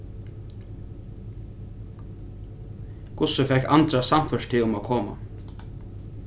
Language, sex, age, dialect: Faroese, male, 15-35, Norðurstreymoy/Eysturoy